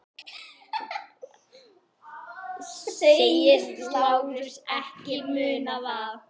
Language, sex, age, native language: Icelandic, female, 10, Icelandic